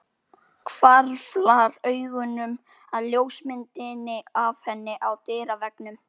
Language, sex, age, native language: Icelandic, male, 12, Icelandic